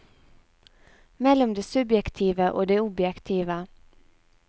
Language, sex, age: Norwegian, female, 34